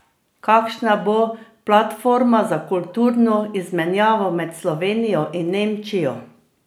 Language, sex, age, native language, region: Slovenian, female, 50-59, Slovenian, Drava region